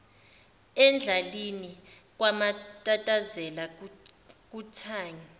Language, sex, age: Zulu, female, 21